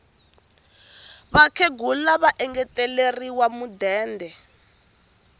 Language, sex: Tsonga, female